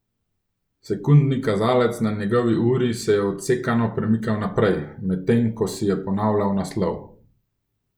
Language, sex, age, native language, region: Slovenian, male, 30-49, Slovenian, Gorenjska region